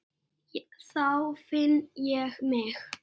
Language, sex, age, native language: Icelandic, male, 6, Icelandic